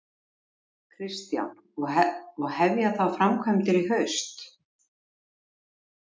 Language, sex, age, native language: Icelandic, female, 50-59, Icelandic